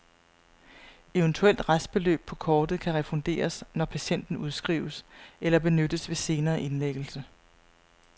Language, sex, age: Danish, female, 35